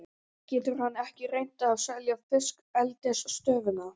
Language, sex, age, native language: Icelandic, male, 11, Icelandic